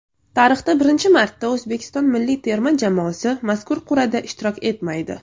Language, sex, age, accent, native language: Uzbek, female, under 19, Toshkent shahri, Uzbek